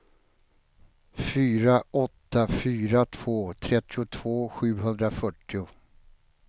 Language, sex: Swedish, male